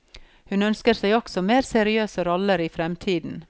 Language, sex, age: Norwegian, female, 54